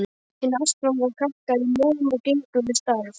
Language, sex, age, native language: Icelandic, male, 12, Icelandic